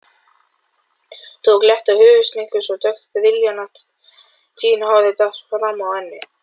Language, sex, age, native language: Icelandic, male, 12, Icelandic